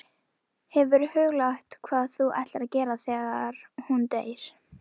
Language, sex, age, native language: Icelandic, female, 11, Icelandic